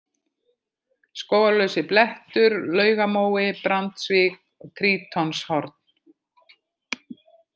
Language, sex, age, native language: Icelandic, female, 50-59, Icelandic